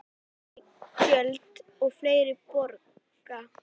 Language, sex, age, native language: Icelandic, female, 40-49, Icelandic